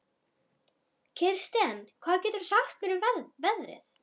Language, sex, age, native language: Icelandic, female, 12, Icelandic